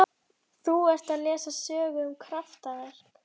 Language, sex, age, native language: Icelandic, female, 11, Icelandic